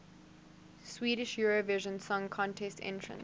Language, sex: English, female